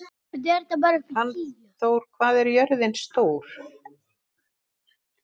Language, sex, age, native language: Icelandic, female, 60-69, Icelandic